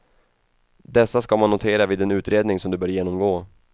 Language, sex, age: Swedish, male, 28